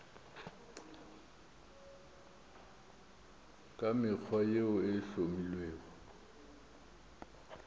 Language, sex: Northern Sotho, male